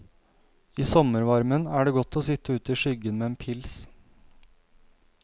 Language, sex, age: Norwegian, male, 32